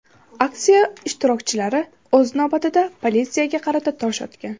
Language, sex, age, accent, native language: Uzbek, female, under 19, Samarqand, Uzbek